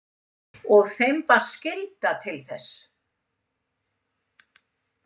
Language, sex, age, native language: Icelandic, female, 70-79, Icelandic